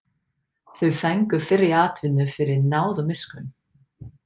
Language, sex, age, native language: Icelandic, female, 40-49, English